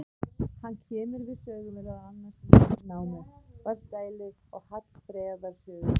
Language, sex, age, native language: Icelandic, female, 30-39, Icelandic